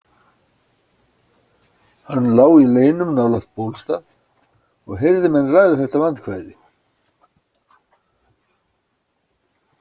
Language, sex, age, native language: Icelandic, male, 60-69, Icelandic